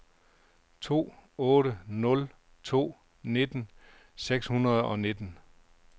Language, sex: Danish, male